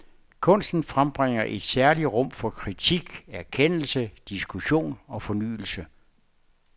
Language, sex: Danish, male